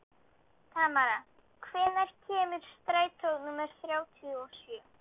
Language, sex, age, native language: Icelandic, female, 12, Icelandic